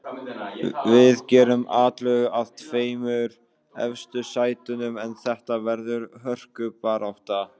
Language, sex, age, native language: Icelandic, male, 18-19, Icelandic